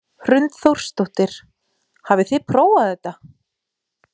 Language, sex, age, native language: Icelandic, female, 40-49, Icelandic